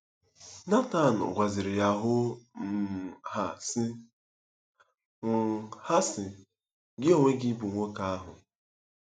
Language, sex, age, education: Igbo, male, 15-29, tertiary